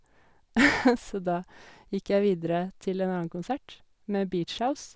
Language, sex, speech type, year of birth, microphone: Norwegian, female, spontaneous, 1986, Sennheiser